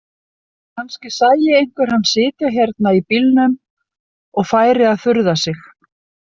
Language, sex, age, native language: Icelandic, female, 60-69, Icelandic